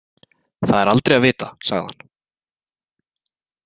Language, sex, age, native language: Icelandic, male, 20-29, Icelandic